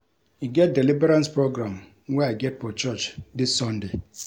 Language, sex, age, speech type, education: Nigerian Pidgin, male, 46-60, read, tertiary